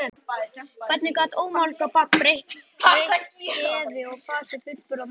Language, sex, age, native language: Icelandic, male, 11, Icelandic